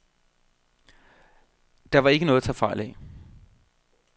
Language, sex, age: Danish, male, 32